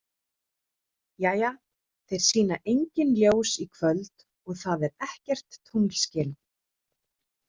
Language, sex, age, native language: Icelandic, female, 30-39, Icelandic